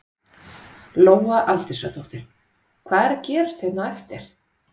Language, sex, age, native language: Icelandic, female, 30-39, Icelandic